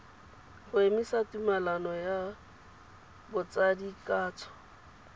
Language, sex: Tswana, female